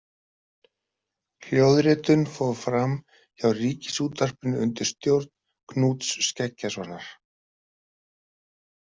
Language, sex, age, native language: Icelandic, female, 30-39, Icelandic